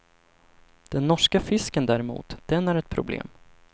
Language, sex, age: Swedish, male, 25